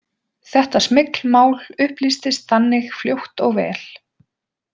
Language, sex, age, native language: Icelandic, female, 20-29, Icelandic